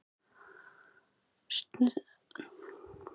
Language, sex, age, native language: Icelandic, other, 30-39, Icelandic